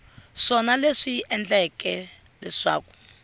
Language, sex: Tsonga, female